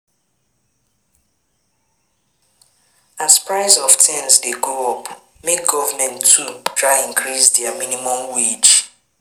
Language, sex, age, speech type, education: Nigerian Pidgin, female, 15-29, spontaneous, tertiary